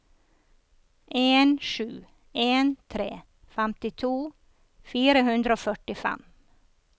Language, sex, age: Norwegian, female, 54